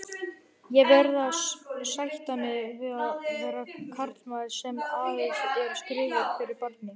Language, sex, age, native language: Icelandic, male, 18-19, Icelandic